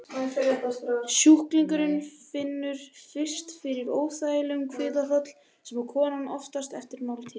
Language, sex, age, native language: Icelandic, male, 18-19, Icelandic